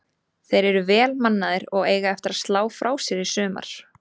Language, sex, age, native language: Icelandic, female, 20-29, Icelandic